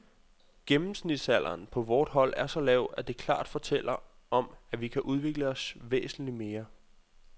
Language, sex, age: Danish, male, 26